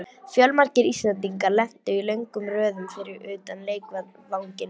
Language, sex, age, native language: Icelandic, female, 18-19, Icelandic